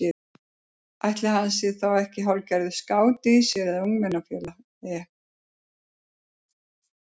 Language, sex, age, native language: Icelandic, female, 50-59, Icelandic